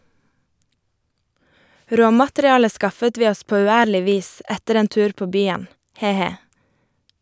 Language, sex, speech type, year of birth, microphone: Norwegian, female, read, 1989, Shure